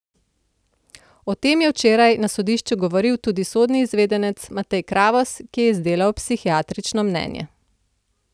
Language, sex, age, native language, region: Slovenian, female, 30-49, Slovenian, Central Slovenia